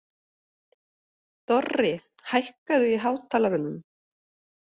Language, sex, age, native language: Icelandic, female, 50-59, Swedish